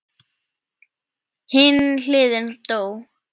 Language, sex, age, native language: Icelandic, female, 10, Icelandic